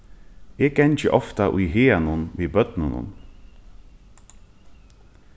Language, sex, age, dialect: Faroese, male, 15-35, Norðuroyggjar